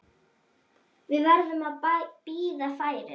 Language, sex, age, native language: Icelandic, female, 10, Icelandic